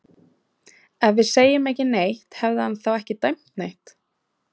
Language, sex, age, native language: Icelandic, female, 20-29, Icelandic